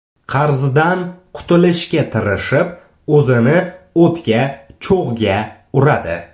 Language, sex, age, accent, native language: Uzbek, male, 18-24, Samarqand, Uzbek